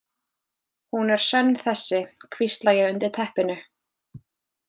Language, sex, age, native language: Icelandic, female, 20-29, Icelandic